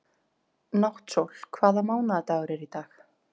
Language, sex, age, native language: Icelandic, female, 30-39, Icelandic